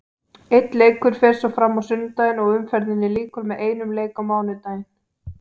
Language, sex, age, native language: Icelandic, female, 18-19, Icelandic